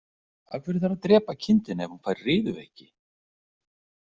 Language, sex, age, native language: Icelandic, male, 60-69, Icelandic